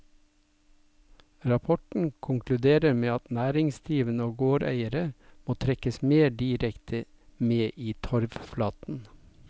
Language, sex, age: Norwegian, male, 57